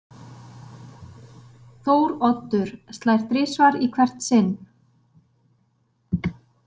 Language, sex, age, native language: Icelandic, female, 30-39, Icelandic